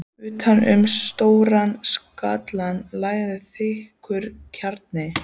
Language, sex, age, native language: Icelandic, female, 14, Icelandic